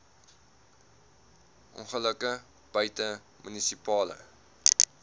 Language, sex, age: Afrikaans, male, 19